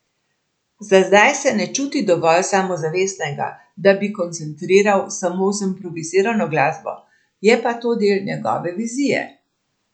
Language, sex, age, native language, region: Slovenian, female, 60+, Slovenian, Central Slovenia